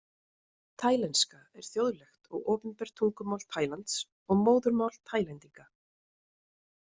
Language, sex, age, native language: Icelandic, female, 30-39, Icelandic